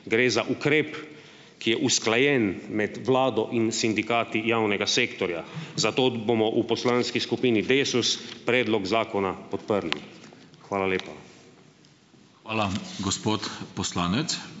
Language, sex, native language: Slovenian, male, Slovenian